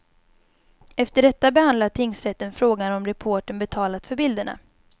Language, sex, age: Swedish, female, 22